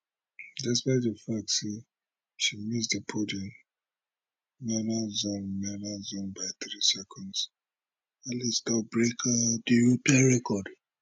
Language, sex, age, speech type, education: Nigerian Pidgin, male, 30-45, spontaneous, tertiary